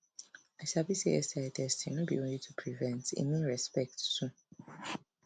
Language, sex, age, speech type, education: Nigerian Pidgin, female, 15-29, spontaneous, tertiary